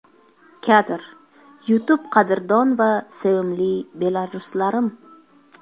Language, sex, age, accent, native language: Uzbek, female, 25-34, Toshkent viloyati, Uzbek